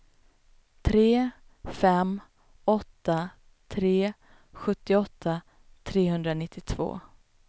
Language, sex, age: Swedish, female, 29